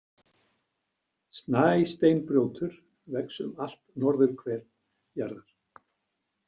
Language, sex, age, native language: Icelandic, male, 60-69, Icelandic